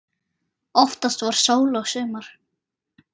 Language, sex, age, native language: Icelandic, male, 9, Icelandic